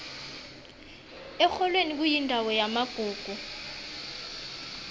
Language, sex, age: South Ndebele, female, 22